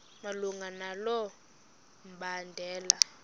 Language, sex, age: Xhosa, female, 26